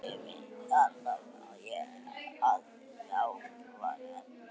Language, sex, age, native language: Icelandic, male, 11, Icelandic